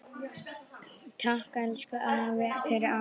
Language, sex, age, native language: Icelandic, female, 9, Icelandic